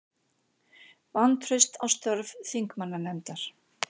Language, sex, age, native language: Icelandic, female, 60-69, Icelandic